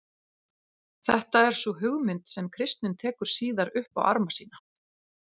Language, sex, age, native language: Icelandic, female, 40-49, Icelandic